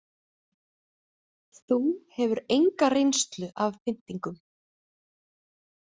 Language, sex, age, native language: Icelandic, female, 20-29, Icelandic